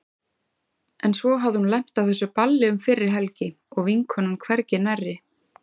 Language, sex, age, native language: Icelandic, female, 20-29, Icelandic